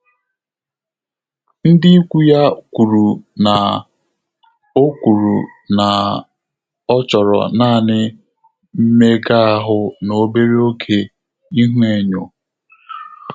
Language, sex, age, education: Igbo, male, 30-45, tertiary